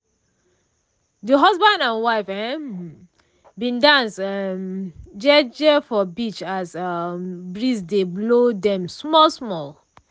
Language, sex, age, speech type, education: Nigerian Pidgin, female, 30-45, spontaneous, tertiary